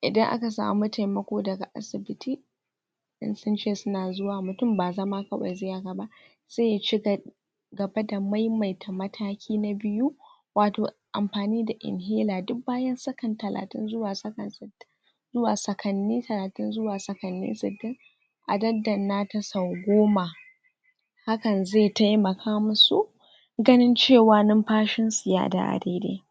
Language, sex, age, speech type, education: Hausa, female, 46-60, spontaneous, tertiary